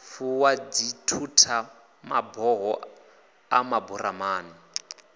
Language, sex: Venda, male